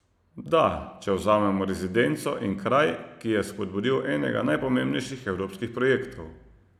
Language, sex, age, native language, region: Slovenian, male, 30-49, Slovenian, Savinja region